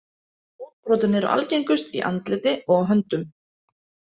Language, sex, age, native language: Icelandic, female, 30-39, Icelandic